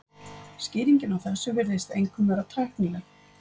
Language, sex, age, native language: Icelandic, female, 50-59, Icelandic